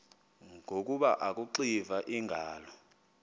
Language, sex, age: Xhosa, male, 22